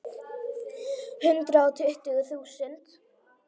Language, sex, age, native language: Icelandic, female, 9, Icelandic